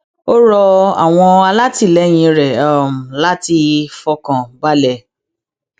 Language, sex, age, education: Yoruba, female, 30-45, tertiary